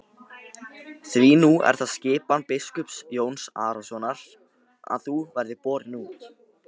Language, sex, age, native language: Icelandic, male, 18-19, Icelandic